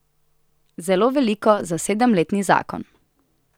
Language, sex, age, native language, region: Slovenian, female, 18-29, Slovenian, Southeast Slovenia